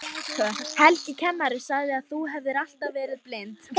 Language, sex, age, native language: Icelandic, female, 18-19, Lithuanian